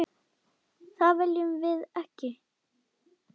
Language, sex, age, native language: Icelandic, female, 10, Icelandic